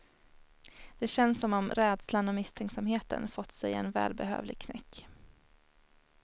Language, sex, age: Swedish, female, 21